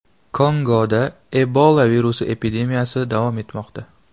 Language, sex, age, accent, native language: Uzbek, male, 18-24, Farg'ona, Uzbek